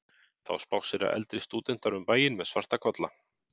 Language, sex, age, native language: Icelandic, male, 50-59, Icelandic